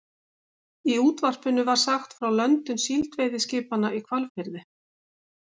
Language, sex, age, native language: Icelandic, female, 50-59, Icelandic